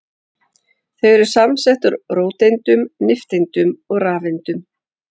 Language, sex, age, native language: Icelandic, female, 40-49, Icelandic